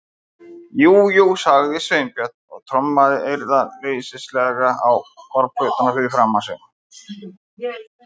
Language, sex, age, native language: Icelandic, male, 50-59, Icelandic